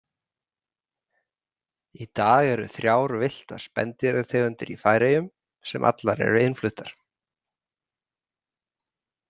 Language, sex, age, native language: Icelandic, male, 30-39, Icelandic